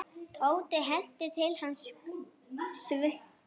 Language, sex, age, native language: Icelandic, female, 8, Icelandic